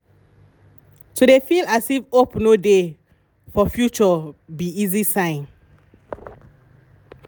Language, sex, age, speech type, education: Nigerian Pidgin, female, 15-29, spontaneous, tertiary